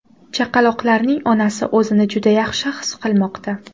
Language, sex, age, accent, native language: Uzbek, female, 18-24, Toshkent shahri, Uzbek